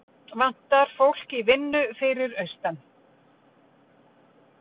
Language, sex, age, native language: Icelandic, female, 50-59, Icelandic